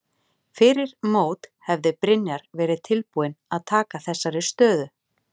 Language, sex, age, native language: Icelandic, female, 40-49, Icelandic